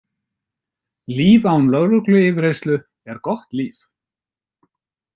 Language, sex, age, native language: Icelandic, male, 50-59, Icelandic